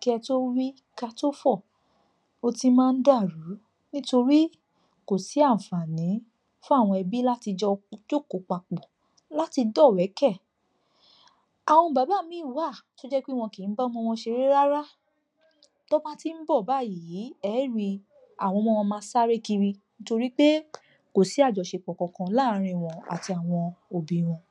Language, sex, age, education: Yoruba, female, 30-45, tertiary